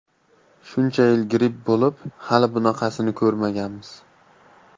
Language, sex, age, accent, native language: Uzbek, male, 18-24, Andijon, Uzbek